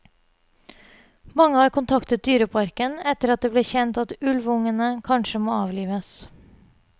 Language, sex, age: Norwegian, female, 30